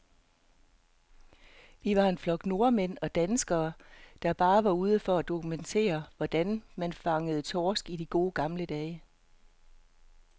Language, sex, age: Danish, female, 48